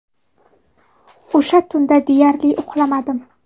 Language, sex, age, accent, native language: Uzbek, female, 12-17, Navoiy, Uzbek